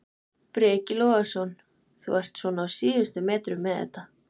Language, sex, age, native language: Icelandic, female, 20-29, Icelandic